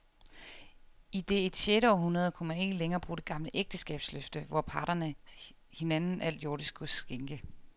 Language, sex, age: Danish, female, 30